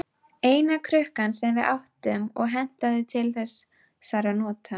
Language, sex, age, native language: Icelandic, female, 12, Icelandic